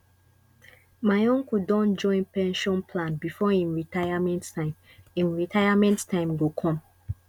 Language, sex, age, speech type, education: Nigerian Pidgin, female, 15-29, spontaneous, tertiary